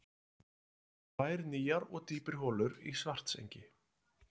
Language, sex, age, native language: Icelandic, male, 30-39, Icelandic